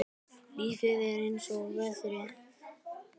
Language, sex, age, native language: Icelandic, male, 10, Icelandic